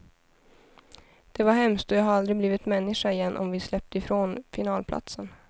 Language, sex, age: Swedish, female, 23